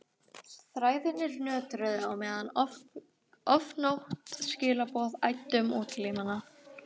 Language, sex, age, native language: Icelandic, female, 12, Icelandic